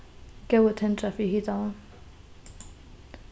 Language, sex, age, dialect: Faroese, female, 15-35, Norðurstreymoy/Eysturoy